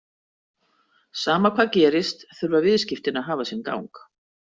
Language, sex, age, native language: Icelandic, female, 60-69, Icelandic